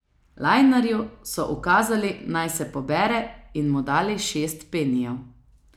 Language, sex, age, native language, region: Slovenian, female, 30-49, Slovenian, Savinja region